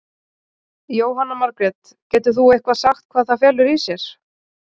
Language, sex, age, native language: Icelandic, female, 30-39, Icelandic